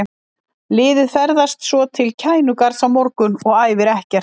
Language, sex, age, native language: Icelandic, female, 50-59, Icelandic